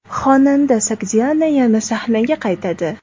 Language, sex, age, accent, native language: Uzbek, female, 18-24, Toshkent shahri, Uzbek